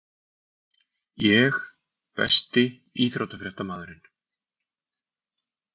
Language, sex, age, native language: Icelandic, male, 40-49, Icelandic